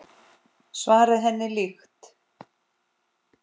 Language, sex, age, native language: Icelandic, female, 10, Icelandic